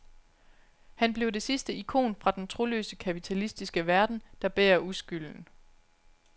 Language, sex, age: Danish, female, 29